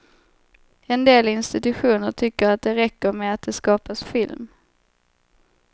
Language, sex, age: Swedish, female, 25